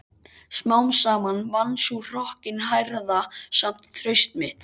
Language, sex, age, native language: Icelandic, male, 13, Icelandic